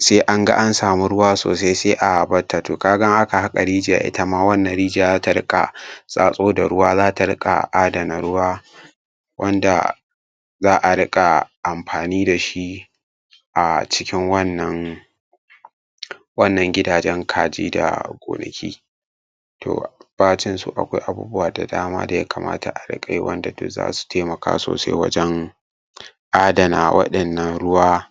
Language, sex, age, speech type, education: Hausa, male, 15-29, spontaneous, tertiary